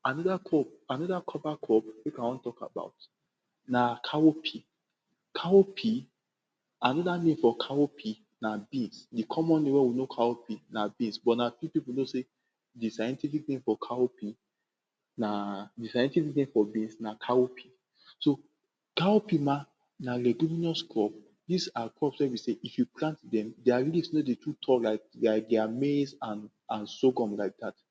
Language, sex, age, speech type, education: Nigerian Pidgin, male, 46-60, spontaneous, tertiary